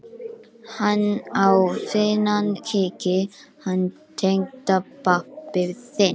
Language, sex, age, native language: Icelandic, female, 12, Icelandic